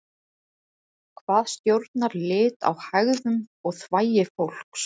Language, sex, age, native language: Icelandic, female, 40-49, Icelandic